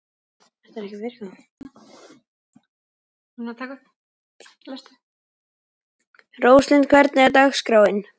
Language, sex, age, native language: Icelandic, male, 11, Icelandic